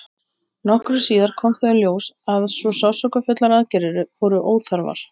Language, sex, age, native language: Icelandic, male, 20-29, Icelandic